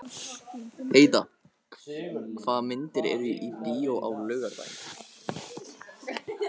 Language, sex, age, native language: Icelandic, male, 14, Icelandic